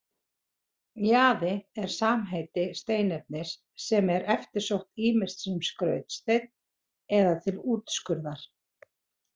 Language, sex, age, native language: Icelandic, female, 40-49, Icelandic